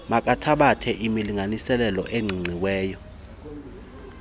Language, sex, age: Xhosa, male, 33